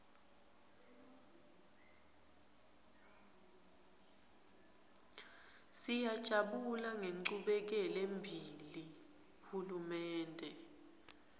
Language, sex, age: Swati, female, 20